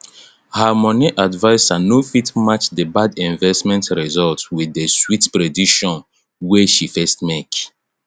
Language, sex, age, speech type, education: Nigerian Pidgin, male, 30-45, spontaneous, tertiary